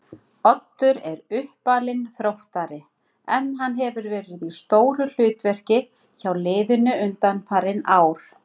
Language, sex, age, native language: Icelandic, female, 60-69, Icelandic